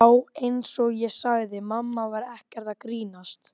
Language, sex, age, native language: Icelandic, female, 12, Icelandic